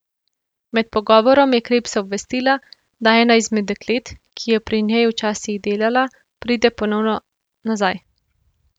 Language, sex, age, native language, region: Slovenian, female, 18-29, Slovenian, Central Slovenia